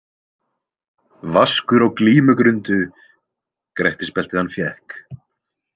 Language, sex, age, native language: Icelandic, male, 20-29, Icelandic